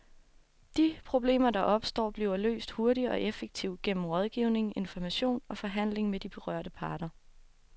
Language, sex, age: Danish, female, 24